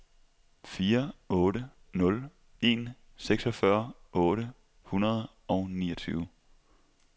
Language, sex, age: Danish, male, 25